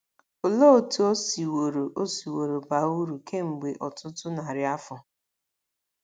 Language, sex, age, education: Igbo, female, 30-45, tertiary